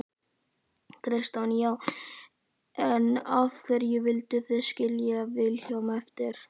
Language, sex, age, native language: Icelandic, male, 11, Icelandic